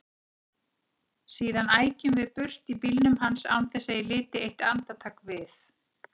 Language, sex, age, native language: Icelandic, female, 40-49, Icelandic